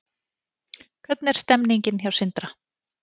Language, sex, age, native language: Icelandic, female, 40-49, Icelandic